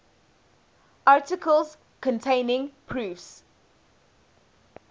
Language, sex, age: English, female, 18